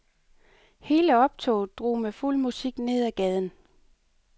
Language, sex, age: Danish, female, 38